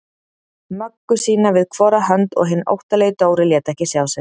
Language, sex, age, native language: Icelandic, female, 30-39, Icelandic